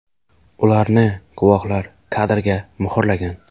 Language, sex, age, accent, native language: Uzbek, male, 18-24, Samarqand, Uzbek